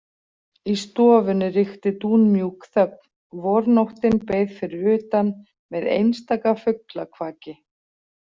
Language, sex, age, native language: Icelandic, female, 40-49, Icelandic